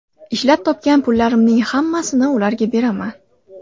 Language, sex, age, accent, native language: Uzbek, female, 18-24, Andijon, Uzbek